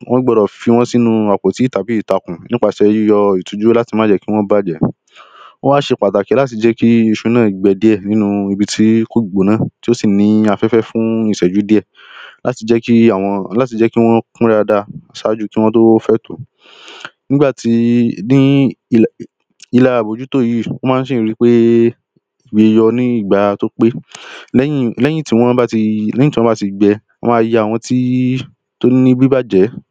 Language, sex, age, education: Yoruba, male, 15-29, primary